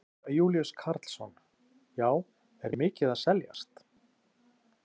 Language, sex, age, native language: Icelandic, male, 40-49, Icelandic